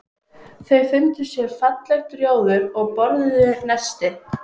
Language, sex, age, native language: Icelandic, female, 14, Icelandic